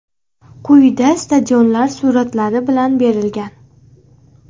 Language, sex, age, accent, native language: Uzbek, female, 18-24, Andijon, Uzbek